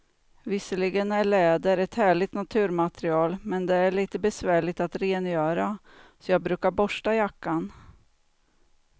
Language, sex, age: Swedish, female, 49